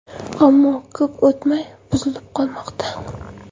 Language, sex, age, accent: Uzbek, female, 18-24, Qoraqalpog'iston